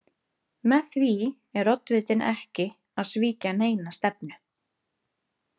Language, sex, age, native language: Icelandic, female, 30-39, Icelandic